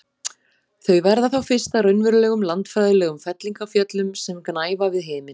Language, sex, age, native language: Icelandic, female, 40-49, Icelandic